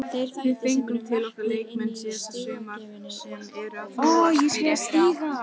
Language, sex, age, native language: Icelandic, female, 18-19, Icelandic